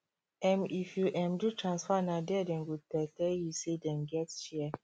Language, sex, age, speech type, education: Nigerian Pidgin, male, 30-45, spontaneous, tertiary